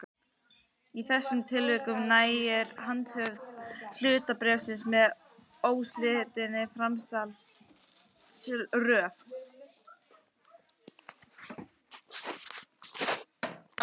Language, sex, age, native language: Icelandic, female, 12, Icelandic